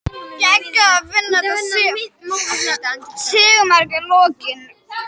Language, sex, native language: Icelandic, other, Icelandic